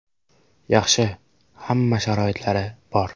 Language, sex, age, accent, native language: Uzbek, male, 18-24, Samarqand, Uzbek